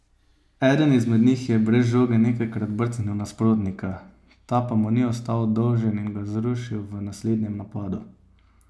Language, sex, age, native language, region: Slovenian, male, 30-49, Slovenian, Savinja region